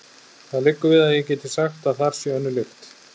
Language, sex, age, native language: Icelandic, male, 40-49, Icelandic